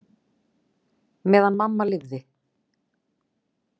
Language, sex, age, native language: Icelandic, female, 40-49, Icelandic